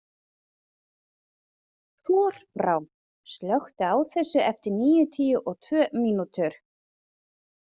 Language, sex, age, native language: Icelandic, female, 40-49, Icelandic